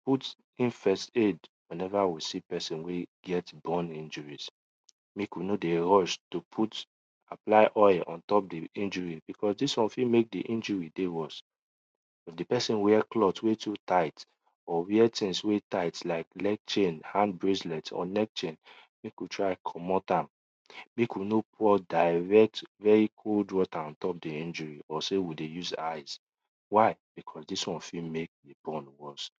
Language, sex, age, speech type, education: Nigerian Pidgin, male, 15-29, spontaneous, tertiary